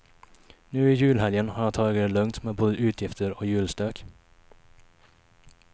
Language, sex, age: Swedish, male, 21